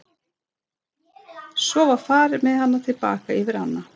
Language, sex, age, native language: Icelandic, female, 30-39, Swedish